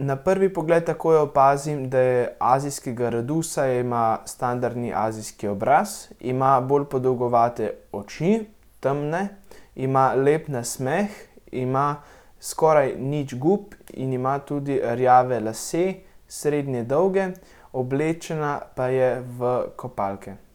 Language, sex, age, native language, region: Slovenian, male, 18-29, Slovenian, Central Slovenia